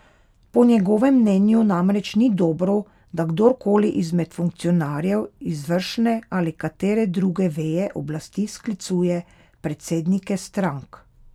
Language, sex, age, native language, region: Slovenian, female, 30-49, Slovenian, Pomurje region